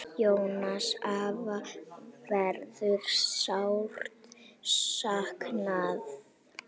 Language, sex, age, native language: Icelandic, female, 8, Icelandic